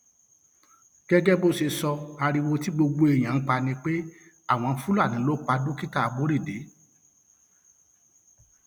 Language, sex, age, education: Yoruba, male, 46-60, tertiary